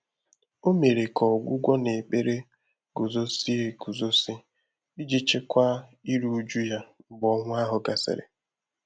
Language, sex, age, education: Igbo, male, 15-29, tertiary